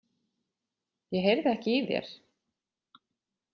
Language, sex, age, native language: Icelandic, female, 40-49, Icelandic